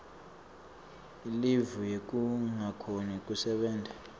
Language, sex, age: Swati, male, 24